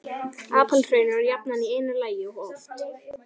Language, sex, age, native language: Icelandic, female, 11, Icelandic